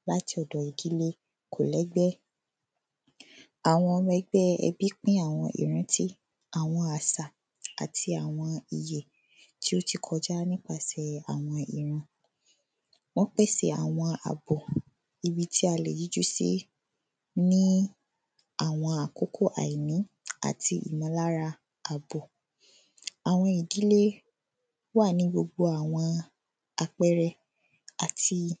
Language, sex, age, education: Yoruba, female, 15-29, secondary